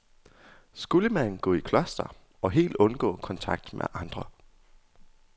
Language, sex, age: Danish, male, 22